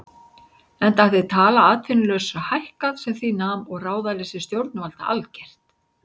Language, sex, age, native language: Icelandic, female, 60-69, Icelandic